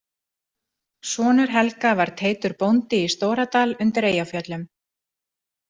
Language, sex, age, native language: Icelandic, female, 40-49, Icelandic